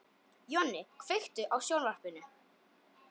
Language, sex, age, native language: Icelandic, male, 18-19, Polish